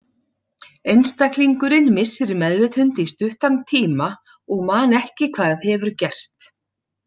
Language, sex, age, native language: Icelandic, female, 40-49, Icelandic